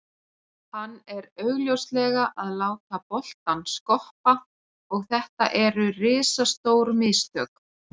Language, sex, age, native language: Icelandic, female, 40-49, Icelandic